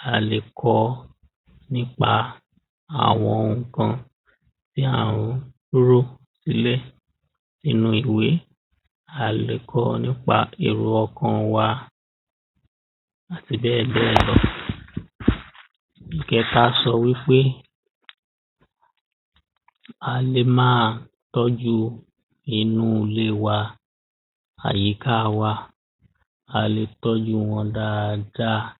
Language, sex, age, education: Yoruba, male, 15-29, primary